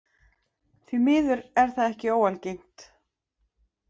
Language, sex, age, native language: Icelandic, female, 50-59, Icelandic